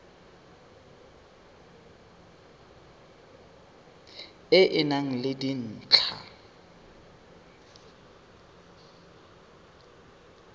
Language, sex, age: Tswana, male, 23